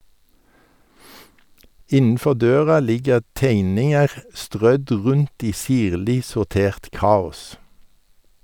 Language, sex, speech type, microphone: Norwegian, male, read, Sennheiser